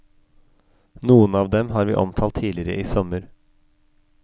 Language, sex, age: Norwegian, male, 33